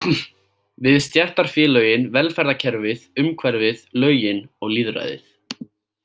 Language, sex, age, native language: Icelandic, male, 18-19, Icelandic